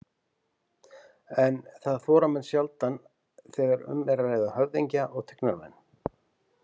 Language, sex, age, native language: Icelandic, male, 50-59, Icelandic